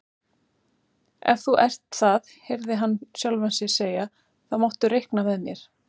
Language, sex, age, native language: Icelandic, female, 30-39, Icelandic